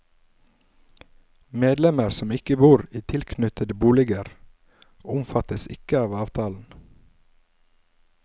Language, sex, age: Norwegian, male, 27